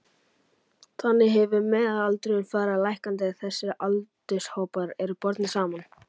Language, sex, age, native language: Icelandic, male, 40-49, Icelandic